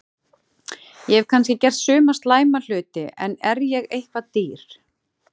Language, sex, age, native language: Icelandic, female, 40-49, Icelandic